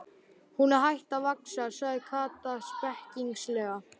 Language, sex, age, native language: Icelandic, male, 12, Icelandic